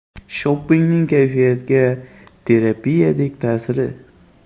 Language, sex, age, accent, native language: Uzbek, male, 25-34, Xorazm, Uzbek